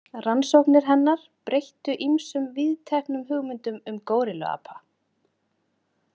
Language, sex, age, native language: Icelandic, female, 30-39, Icelandic